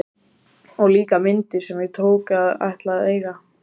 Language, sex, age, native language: Icelandic, male, 14, Icelandic